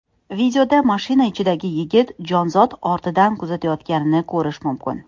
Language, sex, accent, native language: Uzbek, female, Toshkent shahri, Uzbek